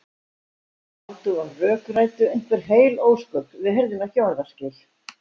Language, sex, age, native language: Icelandic, female, 70-79, Icelandic